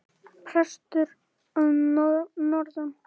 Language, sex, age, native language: Icelandic, male, 10, Icelandic